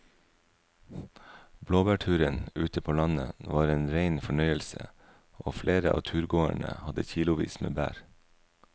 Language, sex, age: Norwegian, male, 44